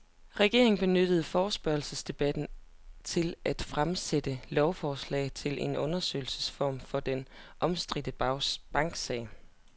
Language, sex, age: Danish, female, 27